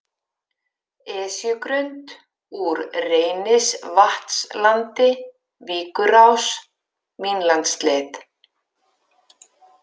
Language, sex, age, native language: Icelandic, female, 50-59, Icelandic